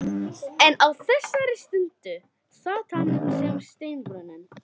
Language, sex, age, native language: Icelandic, male, 11, Icelandic